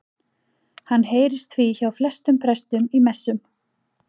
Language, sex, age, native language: Icelandic, female, 40-49, Icelandic